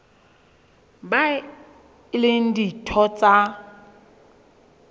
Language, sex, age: Southern Sotho, female, 23